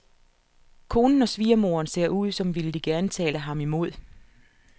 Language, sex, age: Danish, female, 47